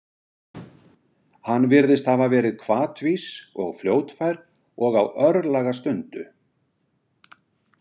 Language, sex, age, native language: Icelandic, male, 60-69, Icelandic